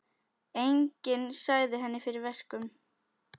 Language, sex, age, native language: Icelandic, female, 10, Icelandic